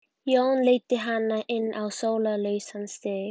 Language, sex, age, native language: Icelandic, female, 12, Icelandic